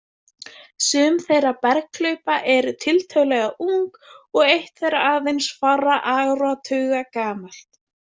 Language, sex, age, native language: Icelandic, female, 20-29, Icelandic